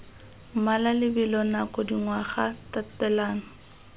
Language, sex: Tswana, female